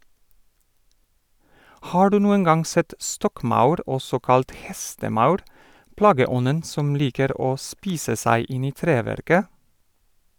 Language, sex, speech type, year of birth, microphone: Norwegian, male, read, 1973, Sennheiser